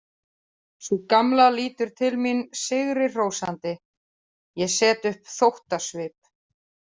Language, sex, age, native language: Icelandic, female, 30-39, Icelandic